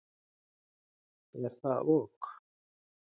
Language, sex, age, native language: Icelandic, male, 30-39, Icelandic